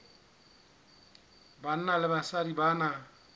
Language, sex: Southern Sotho, male